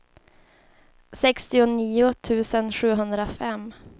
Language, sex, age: Swedish, female, 24